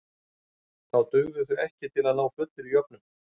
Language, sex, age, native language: Icelandic, male, 40-49, Icelandic